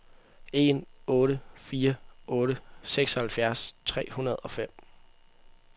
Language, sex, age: Danish, male, 18